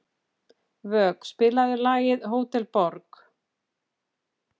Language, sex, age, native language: Icelandic, female, 50-59, Icelandic